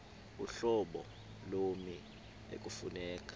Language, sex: Xhosa, male